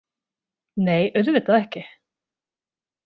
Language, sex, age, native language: Icelandic, female, 30-39, Icelandic